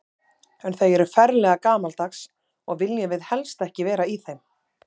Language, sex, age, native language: Icelandic, female, 30-39, Icelandic